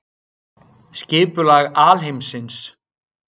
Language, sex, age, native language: Icelandic, male, 60-69, Icelandic